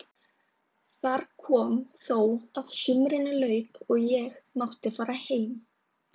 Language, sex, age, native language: Icelandic, female, 20-29, Icelandic